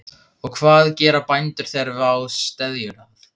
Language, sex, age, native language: Icelandic, male, 15, Icelandic